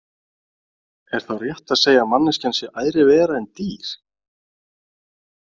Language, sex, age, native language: Icelandic, male, 30-39, Icelandic